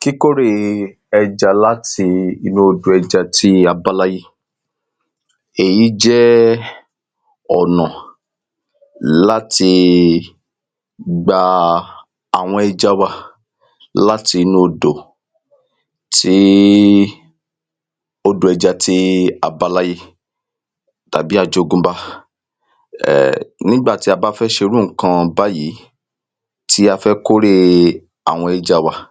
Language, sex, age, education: Yoruba, male, 30-45, secondary